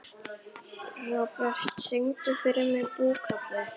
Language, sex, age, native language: Icelandic, male, 11, Icelandic